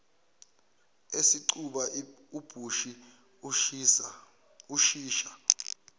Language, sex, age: Zulu, male, 24